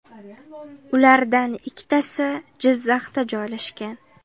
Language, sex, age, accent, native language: Uzbek, female, 18-24, Farg'ona, Uzbek